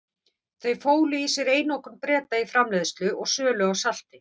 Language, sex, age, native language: Icelandic, female, 50-59, Icelandic